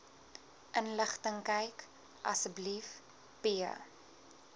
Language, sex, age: Afrikaans, female, 20